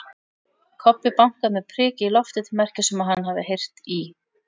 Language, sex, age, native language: Icelandic, female, 40-49, Icelandic